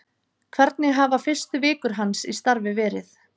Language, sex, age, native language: Icelandic, female, 30-39, Icelandic